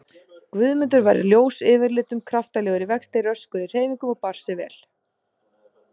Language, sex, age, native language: Icelandic, female, 30-39, Icelandic